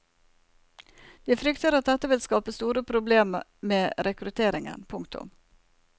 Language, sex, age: Norwegian, female, 47